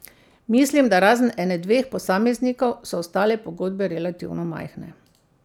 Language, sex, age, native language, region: Slovenian, female, 50-59, Slovenian, Central Slovenia